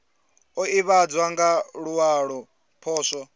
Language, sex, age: Venda, male, 20